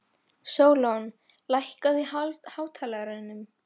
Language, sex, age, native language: Icelandic, female, 11, Polish